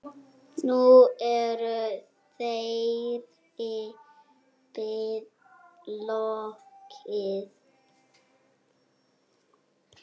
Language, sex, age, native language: Icelandic, male, 6, Icelandic